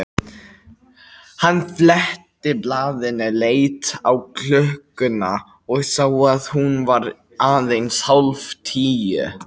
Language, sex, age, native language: Icelandic, male, 18-19, Icelandic